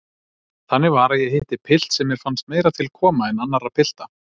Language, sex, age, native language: Icelandic, male, 30-39, Icelandic